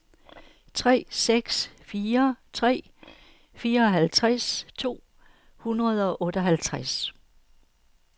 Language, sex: Danish, female